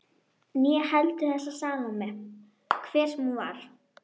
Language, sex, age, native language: Icelandic, female, 12, Icelandic